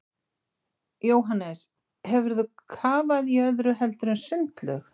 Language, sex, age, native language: Icelandic, female, 60-69, Icelandic